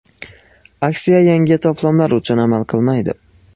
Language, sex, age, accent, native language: Uzbek, male, 18-24, Xorazm, Uzbek